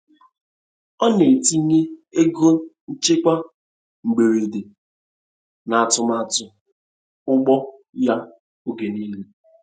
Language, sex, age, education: Igbo, male, 15-29, tertiary